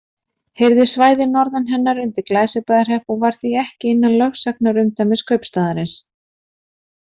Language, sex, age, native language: Icelandic, female, 30-39, Icelandic